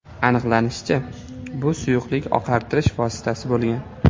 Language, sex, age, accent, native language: Uzbek, male, 18-24, Sirdaryo, Uzbek